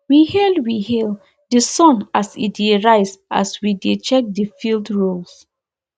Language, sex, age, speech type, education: Nigerian Pidgin, female, 15-29, spontaneous, tertiary